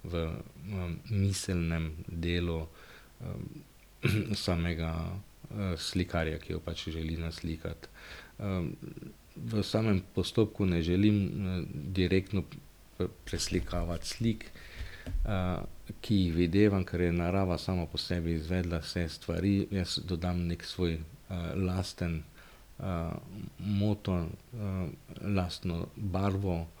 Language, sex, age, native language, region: Slovenian, male, 50-59, Slovenian, Drava region